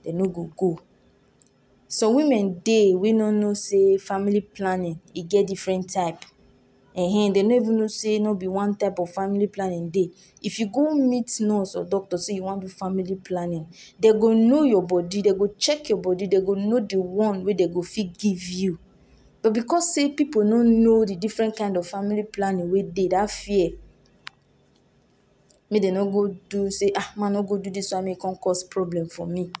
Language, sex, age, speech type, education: Nigerian Pidgin, female, 46-60, spontaneous, tertiary